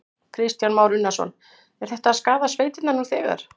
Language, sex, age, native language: Icelandic, female, 60-69, Icelandic